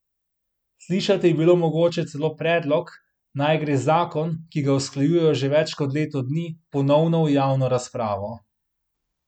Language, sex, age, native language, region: Slovenian, male, 30-49, Slovenian, Central Slovenia